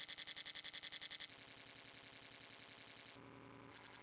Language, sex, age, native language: Icelandic, other, 12, Icelandic